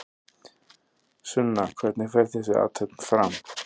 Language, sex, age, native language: Icelandic, male, 30-39, Icelandic